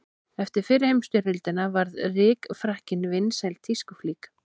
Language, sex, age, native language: Icelandic, female, 16, Icelandic